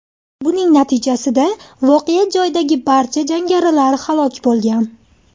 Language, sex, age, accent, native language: Uzbek, female, 19-29, Andijon, Uzbek